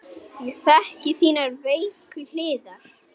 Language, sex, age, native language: Icelandic, male, 9, Icelandic